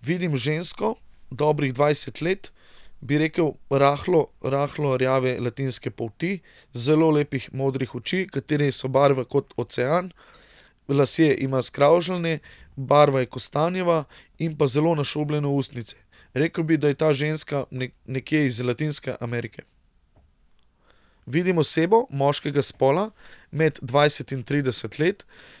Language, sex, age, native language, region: Slovenian, male, 30-49, Slovenian, Central Slovenia